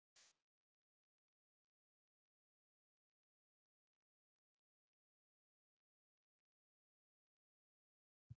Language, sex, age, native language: Icelandic, male, 40-49, English